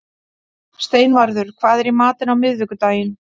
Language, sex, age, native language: Icelandic, female, 40-49, Icelandic